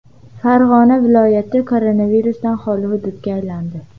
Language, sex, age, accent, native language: Uzbek, female, under 19, Qashqadaryo, Uzbek